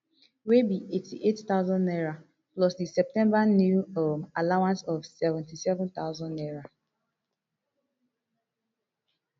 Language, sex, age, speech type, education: Nigerian Pidgin, female, 15-29, spontaneous, tertiary